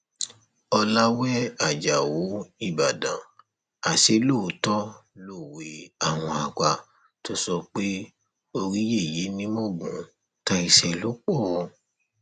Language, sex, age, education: Yoruba, male, 30-45, tertiary